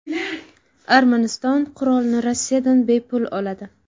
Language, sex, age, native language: Uzbek, female, 18-24, Uzbek